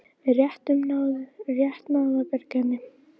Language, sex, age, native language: Icelandic, female, 12, Icelandic